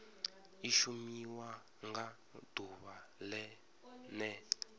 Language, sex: Venda, male